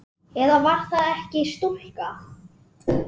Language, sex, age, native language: Icelandic, male, 10, Icelandic